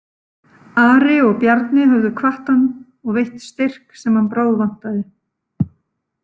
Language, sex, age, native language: Icelandic, female, 50-59, Icelandic